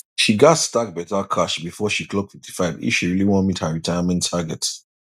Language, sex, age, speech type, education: Nigerian Pidgin, male, 30-45, spontaneous, tertiary